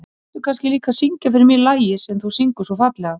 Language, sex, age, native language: Icelandic, female, 30-39, Icelandic